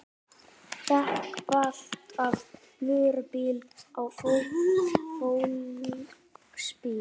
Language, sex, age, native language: Icelandic, female, 30-39, Icelandic